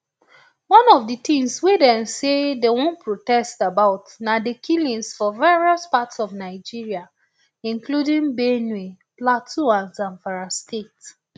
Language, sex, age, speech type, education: Nigerian Pidgin, female, 30-45, spontaneous, tertiary